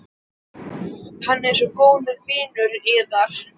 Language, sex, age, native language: Icelandic, male, 12, Icelandic